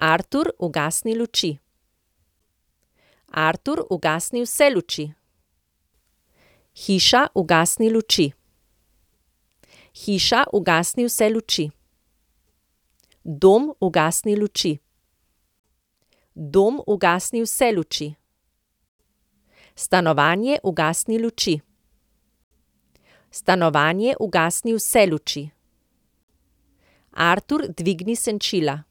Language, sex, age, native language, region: Slovenian, female, 50-59, Slovenian, Central Slovenia